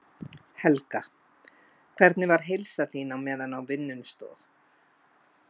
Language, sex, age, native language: Icelandic, female, 50-59, Icelandic